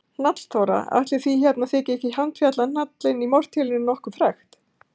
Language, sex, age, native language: Icelandic, female, 50-59, Icelandic